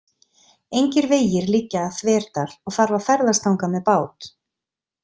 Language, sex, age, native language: Icelandic, female, 30-39, Icelandic